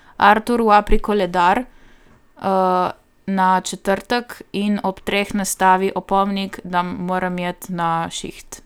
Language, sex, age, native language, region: Slovenian, female, 18-29, Slovenian, Primorsko-notranjska region